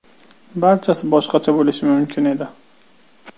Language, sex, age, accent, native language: Uzbek, male, 18-24, Qashqadaryo, Uzbek